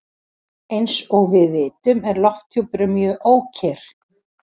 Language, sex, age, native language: Icelandic, female, 40-49, Icelandic